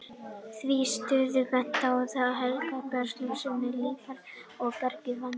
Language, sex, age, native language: Icelandic, male, 30-39, Icelandic